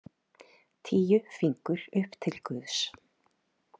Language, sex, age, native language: Icelandic, female, 30-39, Icelandic